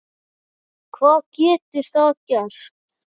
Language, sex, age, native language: Icelandic, male, 9, Icelandic